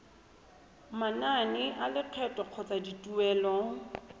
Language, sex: Tswana, female